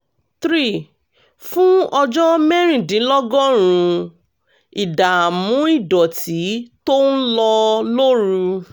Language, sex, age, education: Yoruba, female, 30-45, tertiary